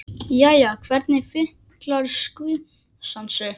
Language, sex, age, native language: Icelandic, male, 10, Icelandic